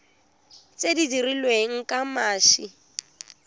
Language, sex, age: Tswana, female, 19